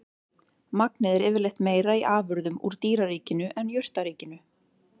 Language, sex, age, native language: Icelandic, female, 30-39, Icelandic